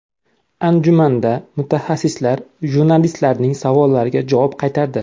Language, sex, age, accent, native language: Uzbek, male, 25-34, Samarqand, Uzbek